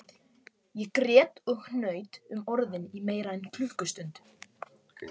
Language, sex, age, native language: Icelandic, male, 18-19, Icelandic